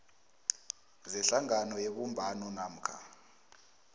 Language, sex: South Ndebele, female